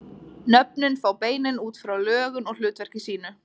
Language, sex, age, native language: Icelandic, female, 20-29, Icelandic